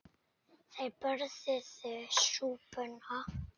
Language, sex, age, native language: Icelandic, male, 8, Icelandic